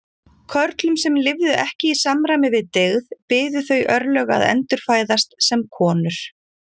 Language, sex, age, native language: Icelandic, female, 40-49, Icelandic